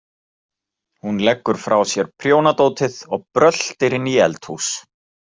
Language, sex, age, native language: Icelandic, male, 40-49, Icelandic